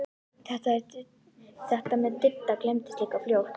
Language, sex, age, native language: Icelandic, female, 11, Icelandic